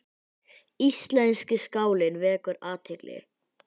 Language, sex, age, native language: Icelandic, male, 18-19, Icelandic